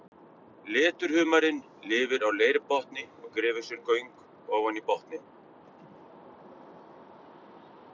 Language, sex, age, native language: Icelandic, male, 50-59, Icelandic